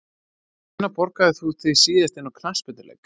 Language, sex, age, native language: Icelandic, male, 30-39, Icelandic